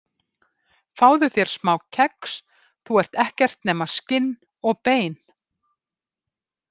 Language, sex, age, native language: Icelandic, female, 50-59, Icelandic